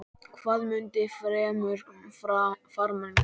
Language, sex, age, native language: Icelandic, male, 10, Icelandic